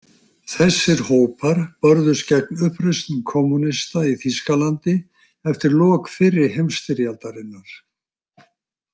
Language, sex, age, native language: Icelandic, male, 60-69, Icelandic